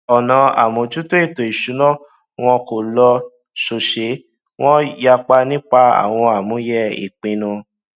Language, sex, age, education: Yoruba, male, 15-29, tertiary